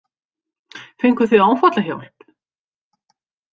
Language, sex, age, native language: Icelandic, female, 50-59, Icelandic